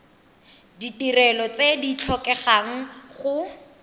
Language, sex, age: Tswana, female, 23